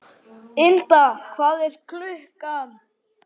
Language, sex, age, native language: Icelandic, male, 11, Icelandic